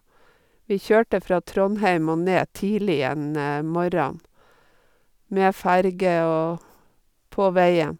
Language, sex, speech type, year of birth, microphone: Norwegian, female, spontaneous, 1952, Sennheiser